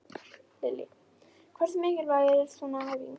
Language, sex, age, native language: Icelandic, female, 11, Icelandic